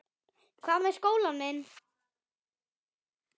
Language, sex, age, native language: Icelandic, female, 7, Icelandic